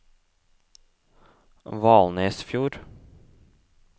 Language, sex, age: Norwegian, male, 18